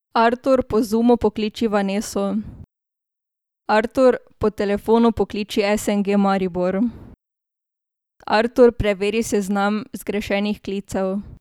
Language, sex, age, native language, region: Slovenian, female, 18-29, Slovenian, Drava region